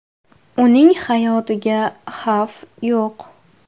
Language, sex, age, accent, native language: Uzbek, female, 18-24, Navoiy, Uzbek